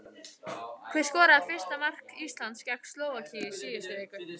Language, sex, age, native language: Icelandic, other, 14, Icelandic